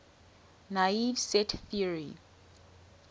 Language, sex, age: English, female, 19